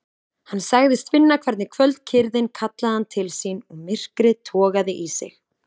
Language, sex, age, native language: Icelandic, female, 20-29, Icelandic